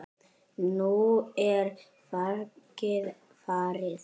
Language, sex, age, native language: Icelandic, male, 10, Icelandic